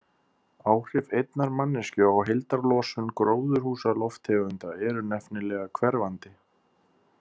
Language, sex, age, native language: Icelandic, male, 30-39, Icelandic